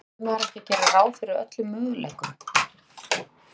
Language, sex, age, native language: Icelandic, female, 40-49, Icelandic